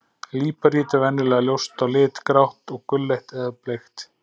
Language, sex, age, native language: Icelandic, male, 40-49, Icelandic